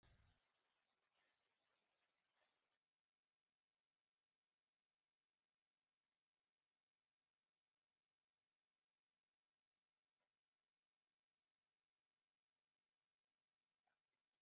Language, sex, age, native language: Icelandic, male, 60-69, Icelandic